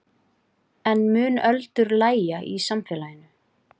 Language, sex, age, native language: Icelandic, female, 40-49, Icelandic